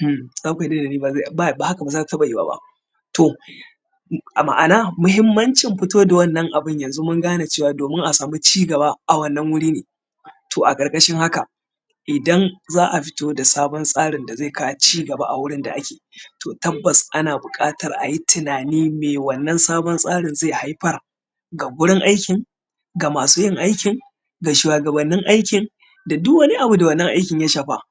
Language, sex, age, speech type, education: Hausa, male, 30-45, spontaneous, tertiary